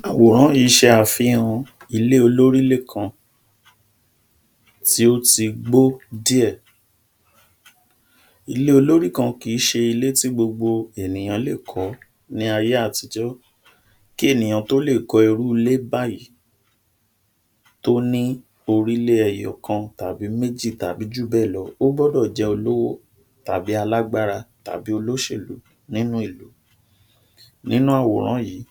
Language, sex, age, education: Yoruba, male, 60+, tertiary